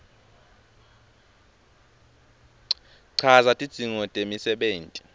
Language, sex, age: Swati, male, 23